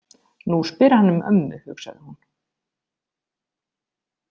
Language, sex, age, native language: Icelandic, female, 30-39, Icelandic